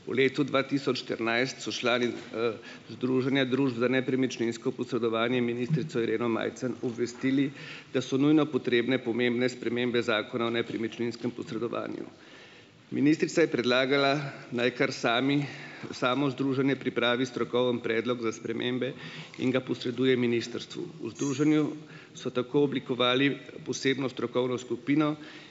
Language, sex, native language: Slovenian, male, Slovenian